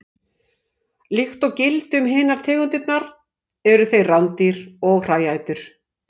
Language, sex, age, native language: Icelandic, female, 60-69, Icelandic